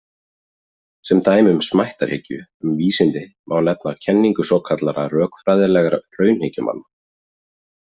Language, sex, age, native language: Icelandic, male, 40-49, Icelandic